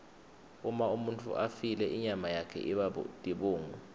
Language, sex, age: Swati, male, 21